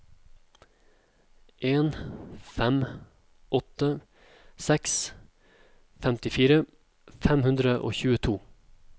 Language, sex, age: Norwegian, male, 27